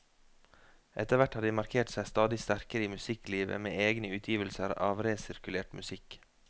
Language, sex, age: Norwegian, male, 33